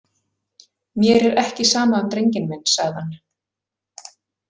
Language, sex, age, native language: Icelandic, female, 40-49, Icelandic